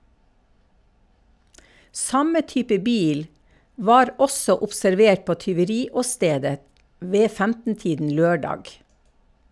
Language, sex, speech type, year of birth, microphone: Norwegian, female, read, 1952, Shure